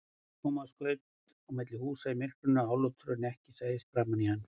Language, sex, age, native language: Icelandic, male, 60-69, Icelandic